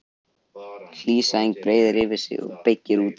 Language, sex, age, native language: Icelandic, male, 14, Icelandic